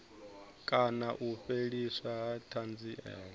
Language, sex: Venda, male